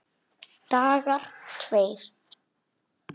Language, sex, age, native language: Icelandic, male, 8, Icelandic